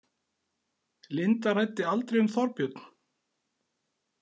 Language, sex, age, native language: Icelandic, male, 40-49, Icelandic